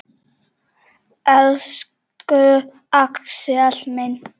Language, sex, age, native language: Icelandic, male, 8, Czech